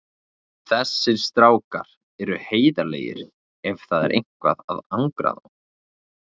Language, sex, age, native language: Icelandic, male, 20-29, Icelandic